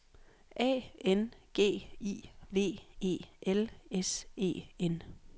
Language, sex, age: Danish, female, 26